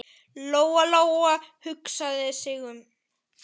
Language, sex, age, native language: Icelandic, male, 10, Icelandic